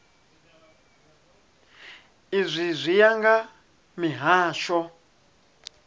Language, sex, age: Venda, male, 30